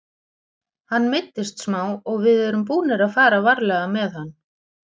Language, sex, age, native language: Icelandic, female, 40-49, Icelandic